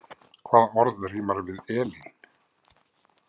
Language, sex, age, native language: Icelandic, male, 50-59, Icelandic